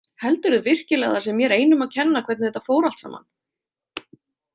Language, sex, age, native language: Icelandic, female, 30-39, Icelandic